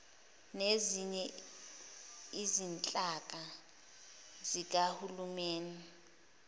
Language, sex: Zulu, female